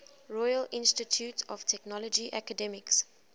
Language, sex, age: English, female, 20